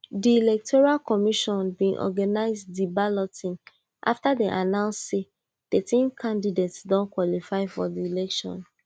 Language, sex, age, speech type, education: Nigerian Pidgin, female, 30-45, spontaneous, tertiary